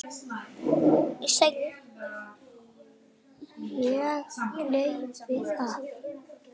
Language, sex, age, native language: Icelandic, male, 7, Icelandic